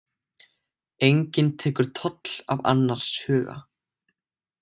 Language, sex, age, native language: Icelandic, male, 18-19, Icelandic